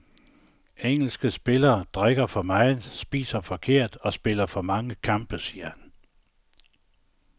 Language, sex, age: Danish, male, 69